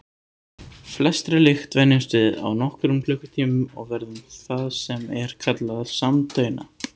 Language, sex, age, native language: Icelandic, male, 18-19, Icelandic